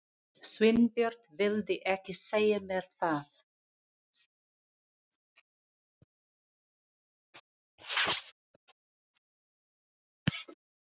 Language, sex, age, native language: Icelandic, female, 40-49, Filipino